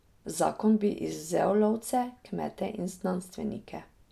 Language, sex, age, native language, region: Slovenian, female, 30-49, Slovenian, Drava region